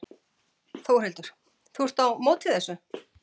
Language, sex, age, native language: Icelandic, female, 50-59, Icelandic